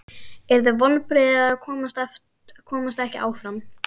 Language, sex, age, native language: Icelandic, female, 12, Icelandic